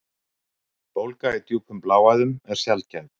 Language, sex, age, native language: Icelandic, male, 60-69, Icelandic